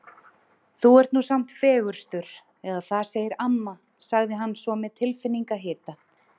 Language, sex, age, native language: Icelandic, female, 30-39, Icelandic